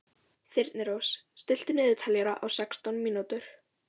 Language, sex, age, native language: Icelandic, female, 14, Icelandic